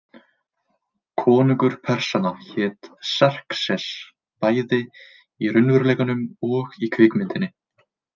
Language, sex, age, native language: Icelandic, male, 20-29, Icelandic